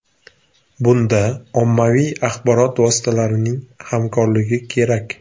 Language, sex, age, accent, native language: Uzbek, male, 18-24, Sirdaryo, Uzbek